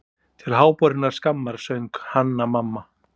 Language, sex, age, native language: Icelandic, male, 40-49, Icelandic